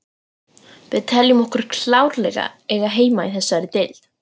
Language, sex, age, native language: Icelandic, female, 40-49, Icelandic